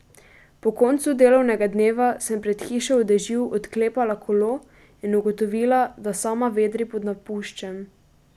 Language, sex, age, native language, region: Slovenian, female, 12-17, Slovenian, Pomurje region